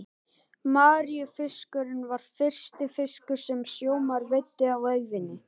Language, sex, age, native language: Icelandic, male, 18-19, Icelandic